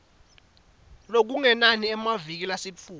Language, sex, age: Swati, male, 18